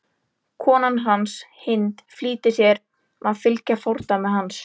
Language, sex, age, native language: Icelandic, female, 11, Icelandic